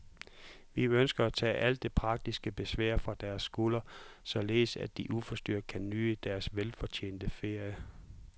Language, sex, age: Danish, male, 44